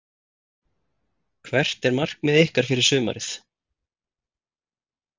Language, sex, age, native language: Icelandic, male, 30-39, Icelandic